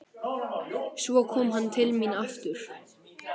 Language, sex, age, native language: Icelandic, male, 14, Icelandic